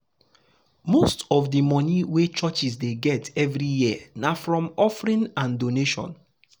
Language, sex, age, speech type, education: Nigerian Pidgin, male, 15-29, spontaneous, tertiary